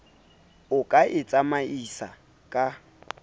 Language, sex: Southern Sotho, male